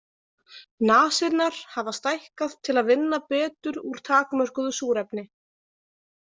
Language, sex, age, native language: Icelandic, female, 20-29, Icelandic